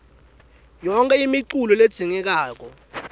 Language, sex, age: Swati, male, 18